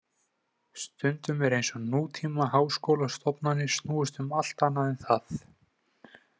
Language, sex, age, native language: Icelandic, male, 20-29, Icelandic